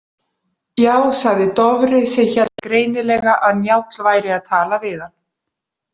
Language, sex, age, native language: Icelandic, female, 40-49, Icelandic